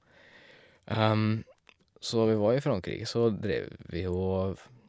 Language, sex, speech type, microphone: Norwegian, male, spontaneous, Shure